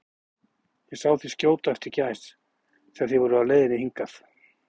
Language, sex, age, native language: Icelandic, male, 40-49, Icelandic